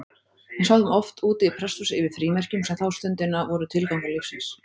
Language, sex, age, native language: Icelandic, female, 30-39, Icelandic